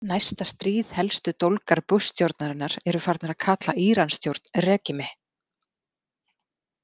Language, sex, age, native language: Icelandic, female, 40-49, Icelandic